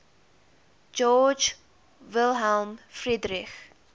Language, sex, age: English, female, 21